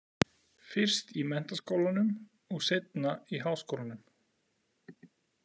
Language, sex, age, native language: Icelandic, male, 40-49, Icelandic